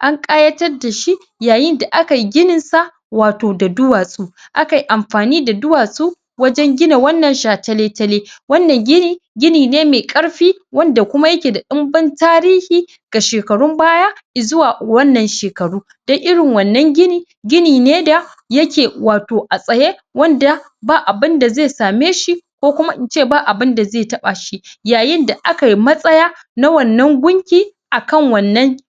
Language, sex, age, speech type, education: Hausa, male, 15-29, spontaneous, secondary